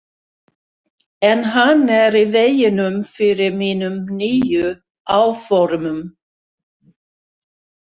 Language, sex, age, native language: Icelandic, female, 60-69, Swedish